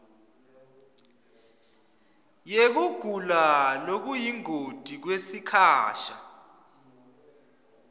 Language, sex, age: Swati, male, 25